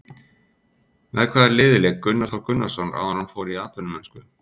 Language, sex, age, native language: Icelandic, male, 40-49, Icelandic